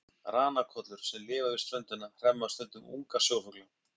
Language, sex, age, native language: Icelandic, male, 50-59, Icelandic